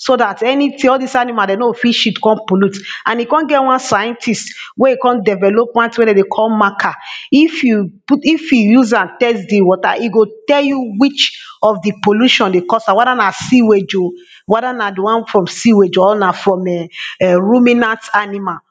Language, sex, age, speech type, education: Nigerian Pidgin, male, 30-45, spontaneous, tertiary